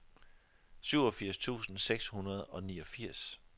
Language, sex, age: Danish, male, 42